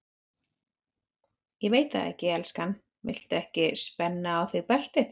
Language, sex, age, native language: Icelandic, female, 30-39, Icelandic